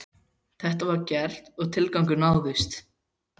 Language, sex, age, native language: Icelandic, male, 12, Icelandic